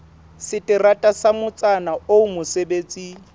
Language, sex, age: Southern Sotho, male, 21